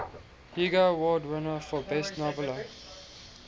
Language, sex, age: English, male, 19